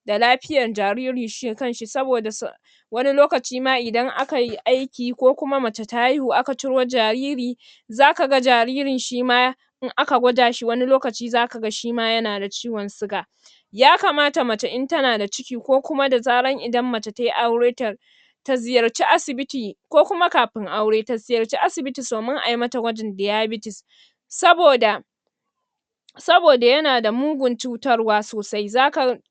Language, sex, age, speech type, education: Hausa, female, 60+, spontaneous, secondary